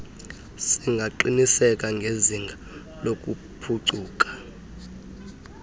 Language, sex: Xhosa, male